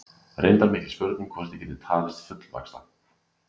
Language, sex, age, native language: Icelandic, male, 30-39, Icelandic